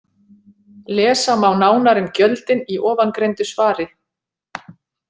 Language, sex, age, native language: Icelandic, female, 40-49, Icelandic